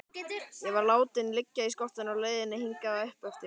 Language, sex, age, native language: Icelandic, male, 12, Icelandic